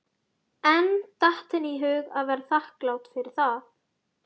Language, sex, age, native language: Icelandic, female, 12, Icelandic